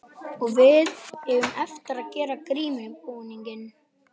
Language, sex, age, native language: Icelandic, male, 11, Icelandic